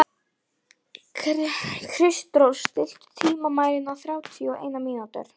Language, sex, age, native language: Icelandic, female, 11, Icelandic